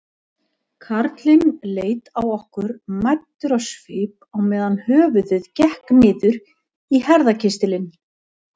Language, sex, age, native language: Icelandic, female, 50-59, Icelandic